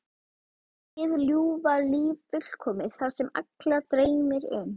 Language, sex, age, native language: Icelandic, female, 11, Icelandic